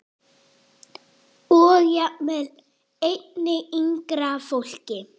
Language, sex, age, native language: Icelandic, female, 8, Icelandic